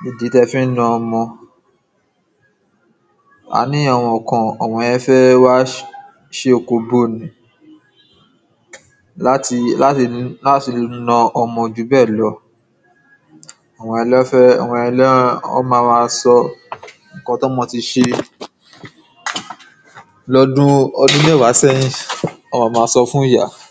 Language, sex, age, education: Yoruba, male, 15-29, secondary